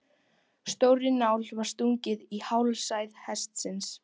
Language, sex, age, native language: Icelandic, female, 12, Icelandic